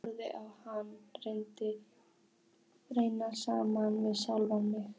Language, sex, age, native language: Icelandic, female, 14, Icelandic